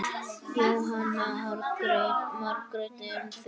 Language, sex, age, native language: Icelandic, female, 9, Icelandic